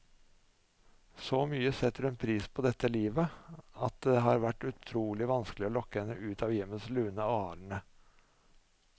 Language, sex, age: Norwegian, male, 45